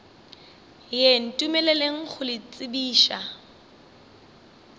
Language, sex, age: Northern Sotho, female, 24